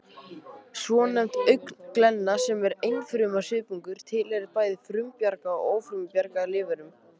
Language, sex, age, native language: Icelandic, male, 18-19, Icelandic